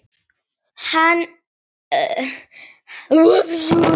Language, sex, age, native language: Icelandic, female, 10, Icelandic